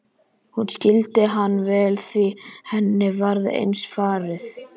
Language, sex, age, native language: Icelandic, male, 11, Icelandic